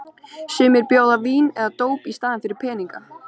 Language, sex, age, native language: Icelandic, female, 13, Icelandic